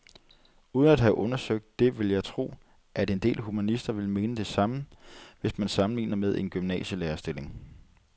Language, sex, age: Danish, male, 30